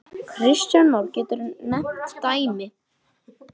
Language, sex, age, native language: Icelandic, male, 10, Icelandic